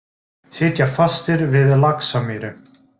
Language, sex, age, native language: Icelandic, male, 20-29, Icelandic